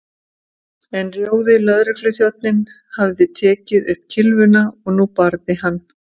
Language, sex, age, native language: Icelandic, female, 50-59, Icelandic